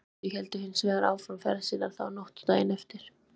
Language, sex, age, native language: Icelandic, female, 20-29, Icelandic